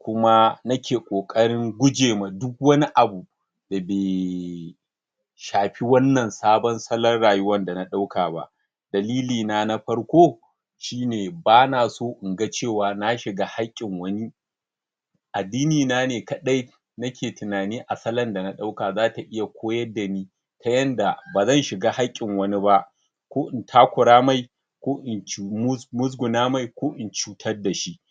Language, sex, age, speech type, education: Hausa, male, 30-45, spontaneous, tertiary